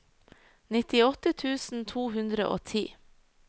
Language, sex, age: Norwegian, female, 38